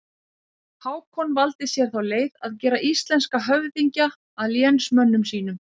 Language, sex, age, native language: Icelandic, female, 50-59, Icelandic